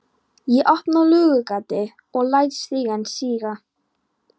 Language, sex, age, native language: Icelandic, female, 13, Polish